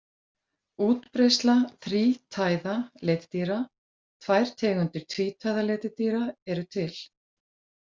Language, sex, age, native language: Icelandic, female, 40-49, Icelandic